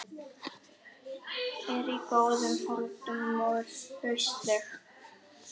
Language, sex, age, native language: Icelandic, male, 11, Icelandic